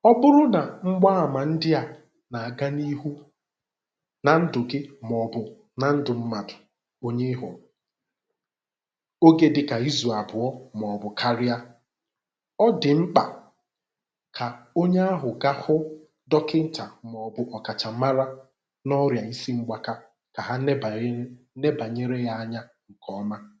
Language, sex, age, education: Igbo, male, 15-29, tertiary